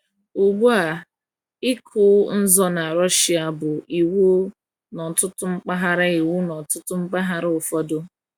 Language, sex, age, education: Igbo, female, 15-29, tertiary